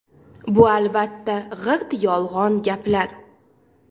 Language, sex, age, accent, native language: Uzbek, female, 19-29, Farg'ona, Uzbek